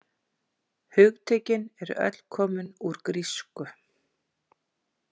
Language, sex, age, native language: Icelandic, female, 40-49, Icelandic